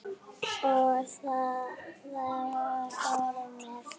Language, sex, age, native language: Icelandic, female, 8, Icelandic